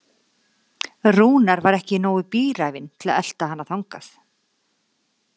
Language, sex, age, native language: Icelandic, female, 40-49, Icelandic